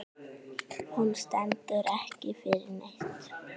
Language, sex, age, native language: Icelandic, female, 9, Icelandic